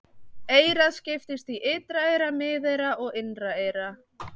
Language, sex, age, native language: Icelandic, female, 20-29, Icelandic